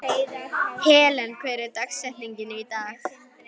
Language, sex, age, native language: Icelandic, female, 11, Icelandic